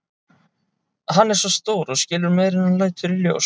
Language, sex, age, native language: Icelandic, male, 30-39, Icelandic